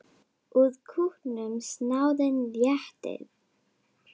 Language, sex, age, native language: Icelandic, female, 8, Icelandic